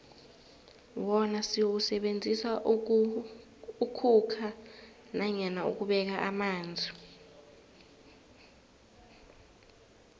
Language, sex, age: South Ndebele, female, 19